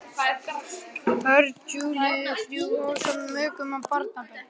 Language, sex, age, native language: Icelandic, male, 11, Icelandic